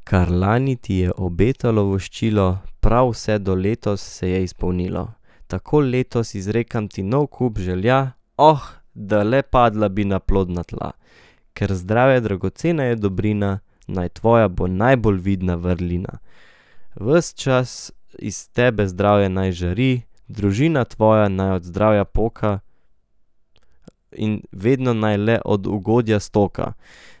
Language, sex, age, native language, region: Slovenian, male, 18-29, Slovenian, Central Slovenia